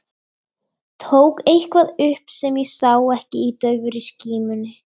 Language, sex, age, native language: Icelandic, female, 13, Icelandic